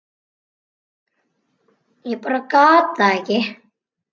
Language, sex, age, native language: Icelandic, male, 9, Icelandic